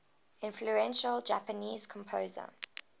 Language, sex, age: English, female, 20